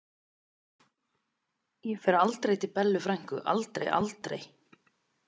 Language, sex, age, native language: Icelandic, female, 30-39, Icelandic